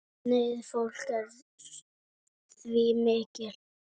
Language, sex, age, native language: Icelandic, male, 6, Icelandic